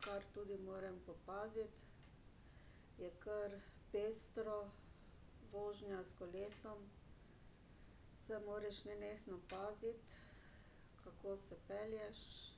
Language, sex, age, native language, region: Slovenian, female, 60+, Slovenian, Drava region